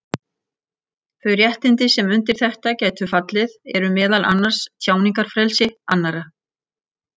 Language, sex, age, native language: Icelandic, female, 60-69, Icelandic